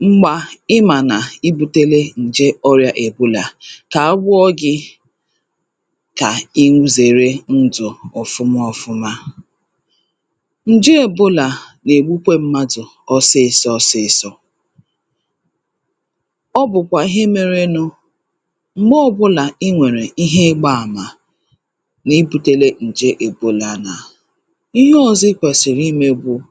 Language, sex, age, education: Igbo, female, 30-45, tertiary